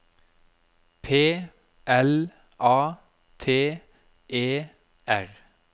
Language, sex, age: Norwegian, male, 33